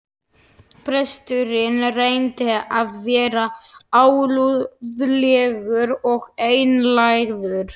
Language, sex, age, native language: Icelandic, male, 11, Slovak